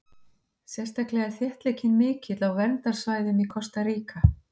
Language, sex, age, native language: Icelandic, female, 50-59, Icelandic